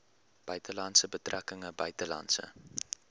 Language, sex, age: Afrikaans, male, 18